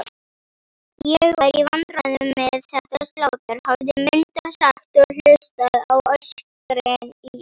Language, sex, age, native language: Icelandic, female, 18-19, Icelandic